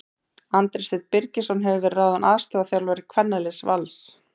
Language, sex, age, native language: Icelandic, female, 30-39, Icelandic